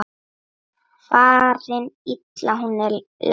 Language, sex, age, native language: Icelandic, female, 9, Icelandic